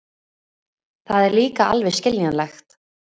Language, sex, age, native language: Icelandic, female, 20-29, Icelandic